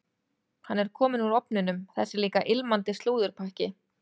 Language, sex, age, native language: Icelandic, female, 30-39, Icelandic